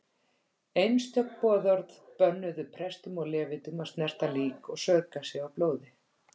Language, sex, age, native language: Icelandic, female, 50-59, Icelandic